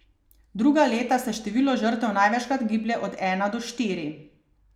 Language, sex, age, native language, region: Slovenian, female, 30-49, Slovenian, Savinja region